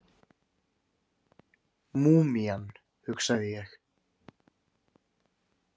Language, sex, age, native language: Icelandic, male, 20-29, Icelandic